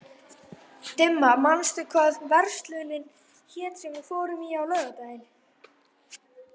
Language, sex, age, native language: Icelandic, male, 11, Icelandic